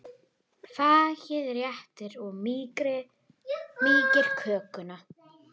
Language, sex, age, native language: Icelandic, female, 10, Icelandic